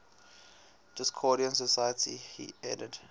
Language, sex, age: English, male, 18